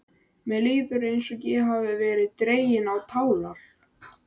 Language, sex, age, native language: Icelandic, male, 13, Icelandic